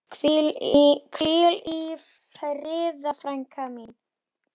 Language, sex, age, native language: Icelandic, female, 10, Icelandic